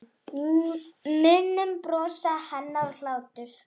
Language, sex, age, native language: Icelandic, female, 10, Icelandic